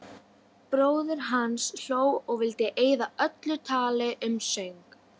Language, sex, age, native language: Icelandic, female, 12, Icelandic